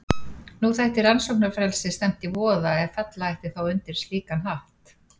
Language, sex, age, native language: Icelandic, female, 40-49, Icelandic